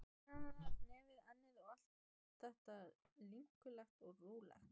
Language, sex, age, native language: Icelandic, female, 14, Icelandic